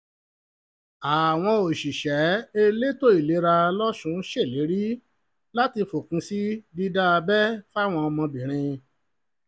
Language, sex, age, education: Yoruba, male, 46-60, tertiary